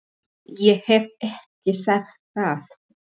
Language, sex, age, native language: Icelandic, female, 40-49, Spanish